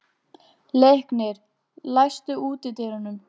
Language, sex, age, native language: Icelandic, female, 18-19, Icelandic